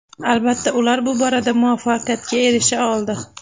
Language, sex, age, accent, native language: Uzbek, female, 25-34, Andijon, Uzbek